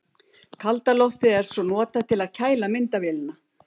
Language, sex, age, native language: Icelandic, female, 70-79, Icelandic